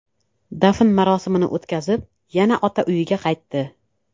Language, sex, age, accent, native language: Uzbek, female, 35+, Namangan, Uzbek